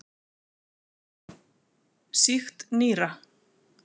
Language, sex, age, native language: Icelandic, female, 40-49, Icelandic